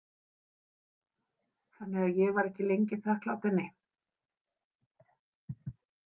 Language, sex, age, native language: Icelandic, female, 50-59, Icelandic